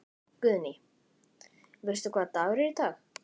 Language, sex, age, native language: Icelandic, male, 11, Icelandic